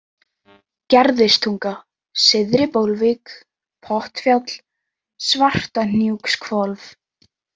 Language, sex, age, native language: Icelandic, female, 18-19, Icelandic